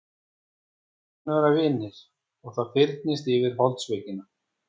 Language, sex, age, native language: Icelandic, female, 14, Icelandic